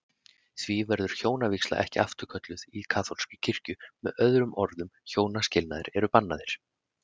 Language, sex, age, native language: Icelandic, male, 30-39, Icelandic